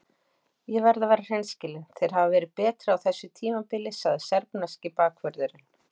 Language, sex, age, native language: Icelandic, female, 40-49, Icelandic